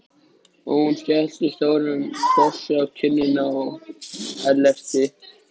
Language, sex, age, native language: Icelandic, male, 13, Icelandic